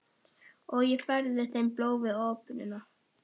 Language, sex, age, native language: Icelandic, female, 12, Icelandic